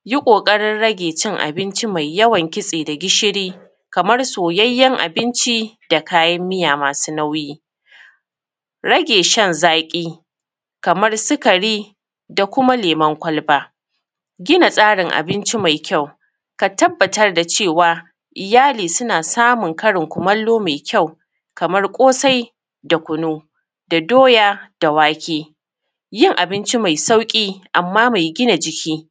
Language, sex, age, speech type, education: Hausa, female, 30-45, spontaneous, secondary